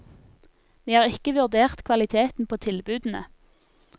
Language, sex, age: Norwegian, female, 24